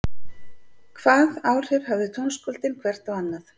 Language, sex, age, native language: Icelandic, female, 50-59, Icelandic